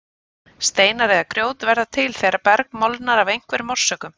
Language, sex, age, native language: Icelandic, female, 30-39, Icelandic